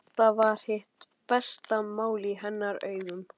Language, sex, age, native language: Icelandic, male, 12, Icelandic